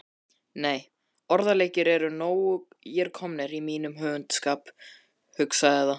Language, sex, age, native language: Icelandic, male, 13, Icelandic